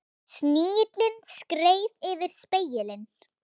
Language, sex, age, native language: Icelandic, female, 8, Icelandic